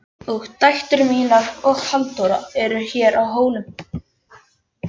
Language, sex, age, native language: Icelandic, male, 11, Icelandic